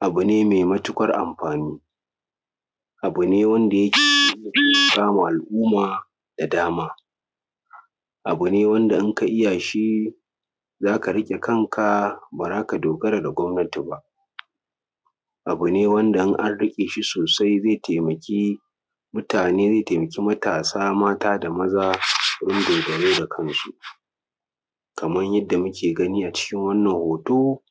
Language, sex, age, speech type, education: Hausa, male, 15-29, spontaneous, secondary